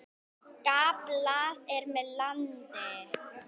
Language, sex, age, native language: Icelandic, female, 10, Icelandic